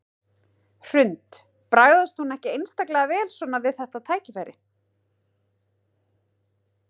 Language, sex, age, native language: Icelandic, female, 30-39, Icelandic